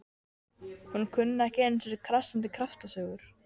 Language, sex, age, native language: Icelandic, male, 13, Icelandic